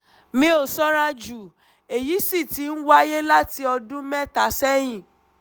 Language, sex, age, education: Yoruba, female, 15-29, tertiary